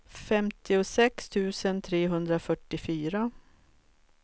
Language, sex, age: Swedish, female, 44